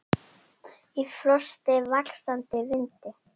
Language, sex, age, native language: Icelandic, female, 8, Icelandic